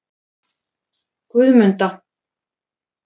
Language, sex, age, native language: Icelandic, female, 40-49, Icelandic